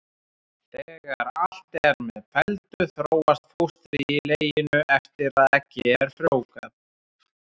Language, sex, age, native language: Icelandic, male, 30-39, Icelandic